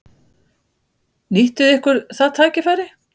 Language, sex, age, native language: Icelandic, female, 50-59, Icelandic